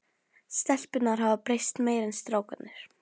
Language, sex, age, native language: Icelandic, female, 11, Norwegian